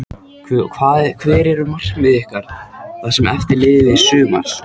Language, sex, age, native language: Icelandic, male, 14, Icelandic